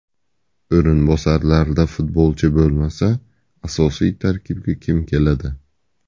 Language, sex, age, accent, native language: Uzbek, male, 25-34, Buxoro, Uzbek